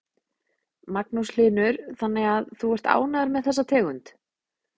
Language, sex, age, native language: Icelandic, female, 20-29, Icelandic